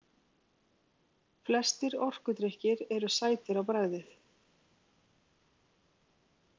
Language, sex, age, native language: Icelandic, female, 40-49, Icelandic